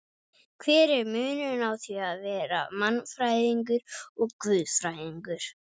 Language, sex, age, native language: Icelandic, male, 12, Icelandic